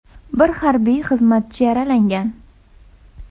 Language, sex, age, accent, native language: Uzbek, female, 18-24, Toshkent viloyati, Uzbek